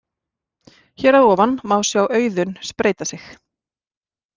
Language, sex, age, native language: Icelandic, female, 40-49, Icelandic